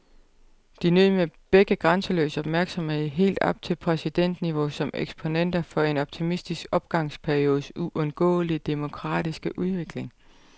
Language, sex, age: Danish, female, 32